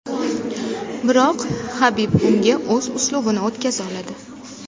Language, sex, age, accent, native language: Uzbek, female, 19-29, Toshkent shahri, Uzbek